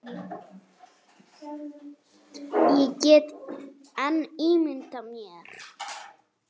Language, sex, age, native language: Icelandic, female, 7, Icelandic